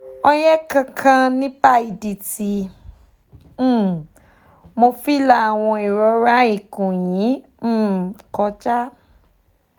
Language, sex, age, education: Yoruba, female, 15-29, tertiary